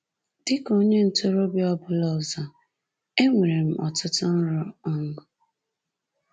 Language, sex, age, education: Igbo, female, 15-29, secondary